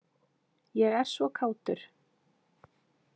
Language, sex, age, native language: Icelandic, female, 20-29, Icelandic